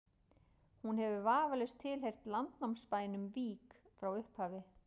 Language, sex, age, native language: Icelandic, female, 40-49, Icelandic